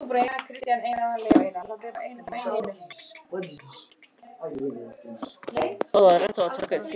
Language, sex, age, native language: Icelandic, other, 60-69, Icelandic